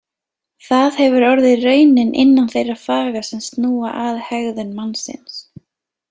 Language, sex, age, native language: Icelandic, female, 20-29, Icelandic